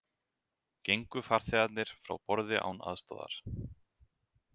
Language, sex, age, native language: Icelandic, male, 30-39, Icelandic